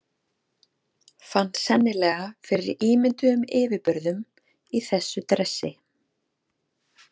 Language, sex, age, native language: Icelandic, female, 30-39, Icelandic